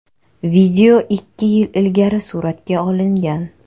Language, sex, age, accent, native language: Uzbek, female, 25-34, Navoiy, Kazakh